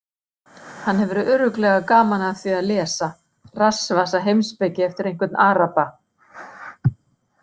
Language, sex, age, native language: Icelandic, female, 60-69, Icelandic